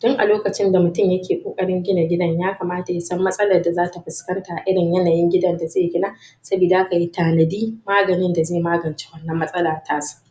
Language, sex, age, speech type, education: Hausa, female, 30-45, spontaneous, tertiary